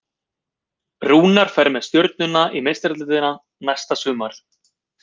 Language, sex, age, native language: Icelandic, male, 20-29, Icelandic